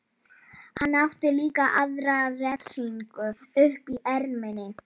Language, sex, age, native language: Icelandic, male, 12, Polish